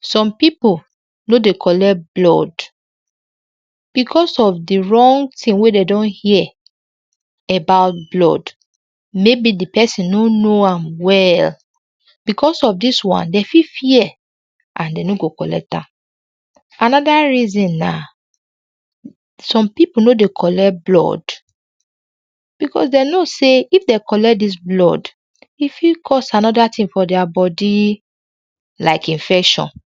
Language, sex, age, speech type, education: Nigerian Pidgin, female, 30-45, spontaneous, secondary